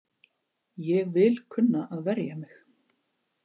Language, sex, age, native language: Icelandic, female, 40-49, Icelandic